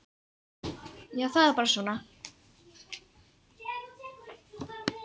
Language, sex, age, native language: Icelandic, female, 10, Icelandic